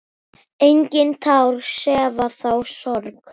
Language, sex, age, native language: Icelandic, female, 9, Icelandic